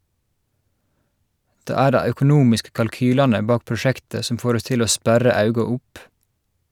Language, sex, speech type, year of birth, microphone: Norwegian, male, read, 1986, Shure